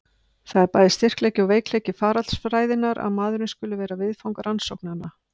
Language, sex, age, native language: Icelandic, female, 50-59, Icelandic